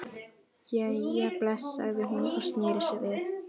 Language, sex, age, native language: Icelandic, female, 11, Icelandic